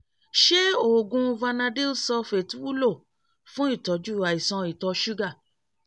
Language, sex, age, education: Yoruba, female, 30-45, tertiary